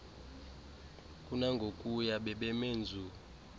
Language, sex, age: Xhosa, male, 18